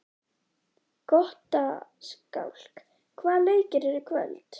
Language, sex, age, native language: Icelandic, female, 11, Icelandic